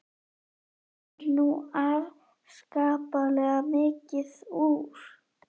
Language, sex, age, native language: Icelandic, female, 11, Icelandic